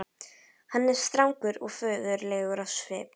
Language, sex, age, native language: Icelandic, female, 11, Icelandic